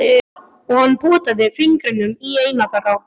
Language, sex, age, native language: Icelandic, male, 12, Icelandic